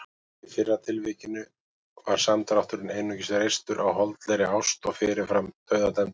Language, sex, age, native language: Icelandic, male, 40-49, Icelandic